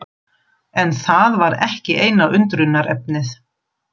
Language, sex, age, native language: Icelandic, female, 40-49, German